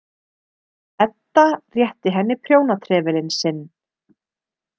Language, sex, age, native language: Icelandic, female, 30-39, Icelandic